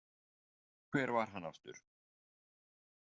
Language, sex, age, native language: Icelandic, male, 50-59, Icelandic